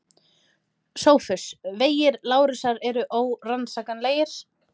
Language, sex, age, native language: Icelandic, female, 30-39, Icelandic